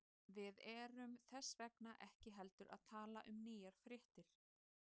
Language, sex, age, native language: Icelandic, female, 30-39, Icelandic